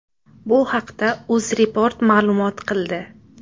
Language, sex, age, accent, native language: Uzbek, female, 18-24, Samarqand, Uzbek